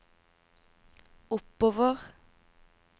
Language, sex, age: Norwegian, female, 24